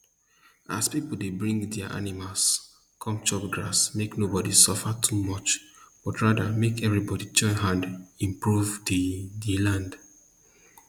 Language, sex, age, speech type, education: Nigerian Pidgin, male, 15-29, spontaneous, tertiary